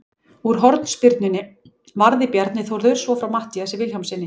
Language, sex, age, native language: Icelandic, female, 40-49, Icelandic